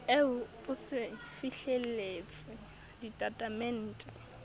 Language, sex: Southern Sotho, female